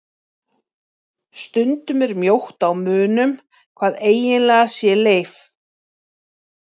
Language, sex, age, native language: Icelandic, female, 40-49, Icelandic